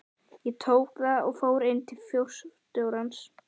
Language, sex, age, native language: Icelandic, female, 11, Icelandic